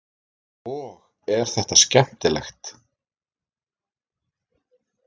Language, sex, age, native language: Icelandic, male, 30-39, Icelandic